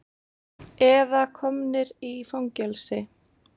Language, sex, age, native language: Icelandic, female, 20-29, Icelandic